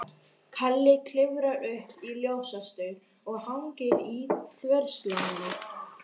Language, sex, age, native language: Icelandic, female, 12, Icelandic